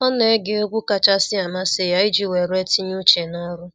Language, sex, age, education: Igbo, female, 30-45, secondary